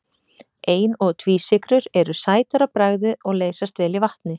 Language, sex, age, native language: Icelandic, female, 30-39, Icelandic